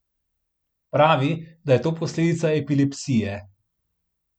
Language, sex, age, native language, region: Slovenian, male, 30-49, Slovenian, Central Slovenia